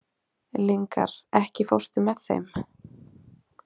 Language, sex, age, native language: Icelandic, female, 20-29, Icelandic